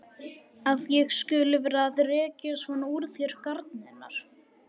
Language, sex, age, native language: Icelandic, male, 11, Icelandic